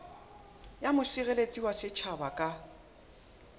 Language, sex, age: Southern Sotho, male, 21